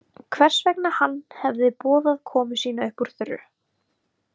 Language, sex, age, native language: Icelandic, female, 30-39, Icelandic